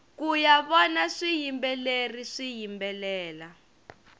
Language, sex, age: Tsonga, female, 22